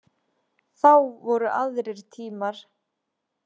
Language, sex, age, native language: Icelandic, female, 20-29, Icelandic